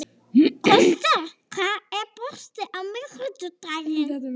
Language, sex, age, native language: Icelandic, female, 12, Icelandic